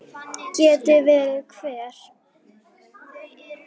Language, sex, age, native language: Icelandic, female, 10, Icelandic